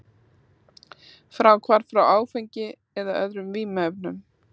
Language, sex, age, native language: Icelandic, female, 30-39, Icelandic